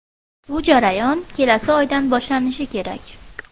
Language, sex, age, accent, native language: Uzbek, female, 12-17, Farg'ona, Uzbek